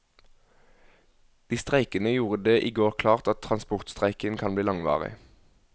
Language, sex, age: Norwegian, male, 21